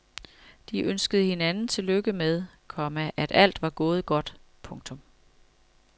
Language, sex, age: Danish, female, 45